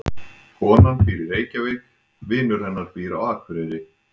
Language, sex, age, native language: Icelandic, male, 20-29, Icelandic